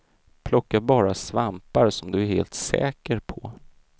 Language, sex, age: Swedish, male, 32